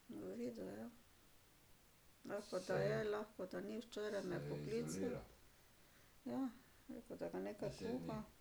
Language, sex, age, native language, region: Slovenian, female, 60+, Slovenian, Drava region